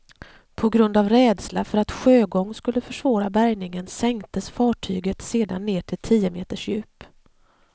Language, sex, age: Swedish, female, 40